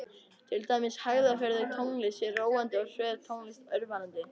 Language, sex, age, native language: Icelandic, male, 18-19, Icelandic